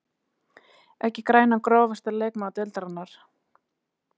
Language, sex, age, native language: Icelandic, female, 30-39, Icelandic